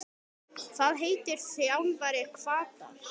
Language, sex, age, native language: Icelandic, male, 10, Icelandic